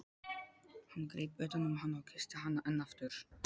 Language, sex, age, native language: Icelandic, male, 12, Polish